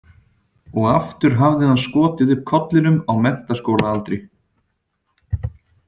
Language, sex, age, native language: Icelandic, male, 30-39, Icelandic